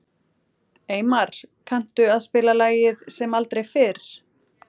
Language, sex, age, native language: Icelandic, female, 40-49, Icelandic